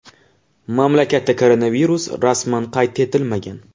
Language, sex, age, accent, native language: Uzbek, male, 12-17, Samarqand, Uzbek